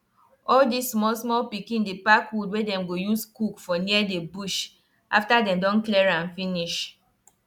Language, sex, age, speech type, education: Nigerian Pidgin, female, 15-29, spontaneous, tertiary